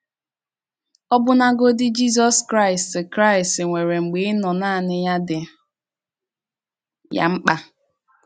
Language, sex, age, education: Igbo, female, 15-29, tertiary